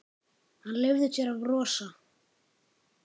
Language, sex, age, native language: Icelandic, male, 9, Icelandic